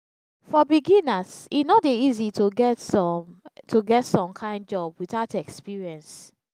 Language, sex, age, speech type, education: Nigerian Pidgin, female, 15-29, spontaneous, tertiary